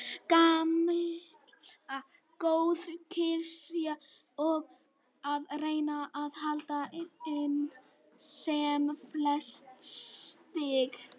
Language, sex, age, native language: Icelandic, female, 18-19, Icelandic